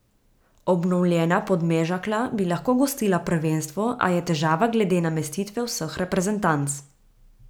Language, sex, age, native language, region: Slovenian, female, 18-29, Slovenian, Gorica region